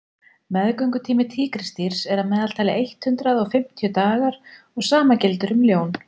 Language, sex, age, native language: Icelandic, female, 40-49, Icelandic